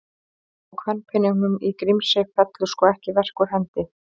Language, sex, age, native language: Icelandic, female, 30-39, Icelandic